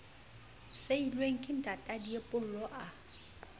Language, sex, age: Southern Sotho, female, 35